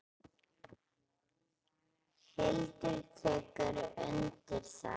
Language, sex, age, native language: Icelandic, female, 10, Icelandic